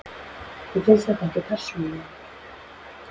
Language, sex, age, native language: Icelandic, female, 40-49, Icelandic